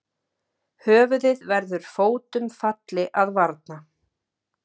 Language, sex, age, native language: Icelandic, female, 30-39, Icelandic